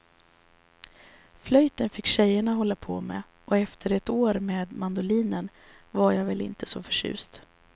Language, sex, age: Swedish, female, 34